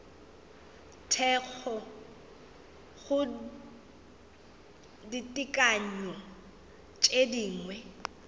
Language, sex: Northern Sotho, female